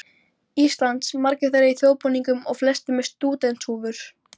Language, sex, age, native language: Icelandic, female, 12, Icelandic